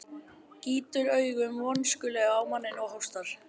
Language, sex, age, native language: Icelandic, male, 12, Icelandic